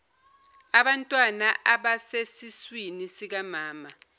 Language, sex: Zulu, female